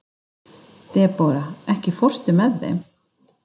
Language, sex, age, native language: Icelandic, female, 50-59, Icelandic